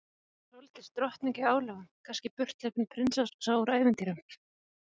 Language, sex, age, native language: Icelandic, female, 40-49, Icelandic